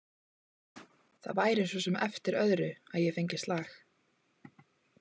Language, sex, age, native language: Icelandic, female, 20-29, Icelandic